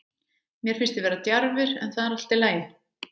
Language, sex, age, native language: Icelandic, female, 30-39, Icelandic